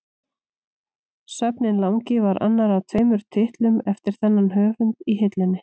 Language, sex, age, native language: Icelandic, female, 40-49, Icelandic